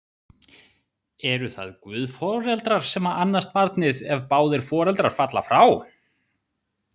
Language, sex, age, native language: Icelandic, male, 40-49, Icelandic